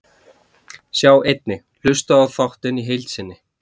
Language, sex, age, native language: Icelandic, male, 30-39, Icelandic